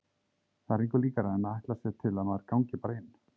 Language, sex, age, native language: Icelandic, male, 30-39, Icelandic